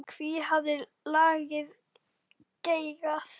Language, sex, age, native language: Icelandic, female, 10, Icelandic